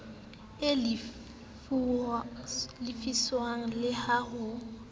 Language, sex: Southern Sotho, female